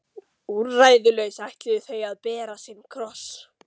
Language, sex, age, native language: Icelandic, female, 13, Icelandic